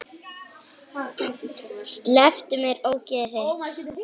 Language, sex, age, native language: Icelandic, female, 9, Icelandic